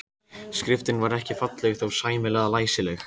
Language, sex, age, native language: Icelandic, male, 14, Icelandic